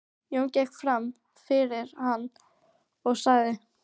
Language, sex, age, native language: Icelandic, female, 12, Icelandic